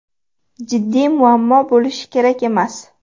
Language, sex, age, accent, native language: Uzbek, female, 12-17, Farg'ona, Uzbek